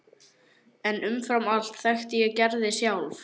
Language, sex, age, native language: Icelandic, male, 11, Icelandic